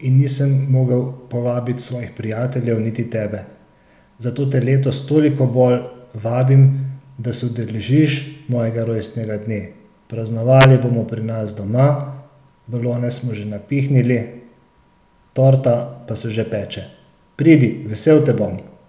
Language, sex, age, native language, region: Slovenian, male, 30-49, Slovenian, Central Slovenia